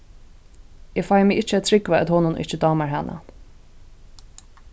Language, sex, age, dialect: Faroese, female, 15-35, Suðurstreymoy